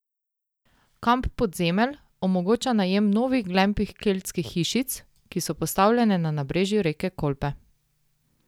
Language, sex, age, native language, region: Slovenian, female, 18-29, Slovenian, Drava region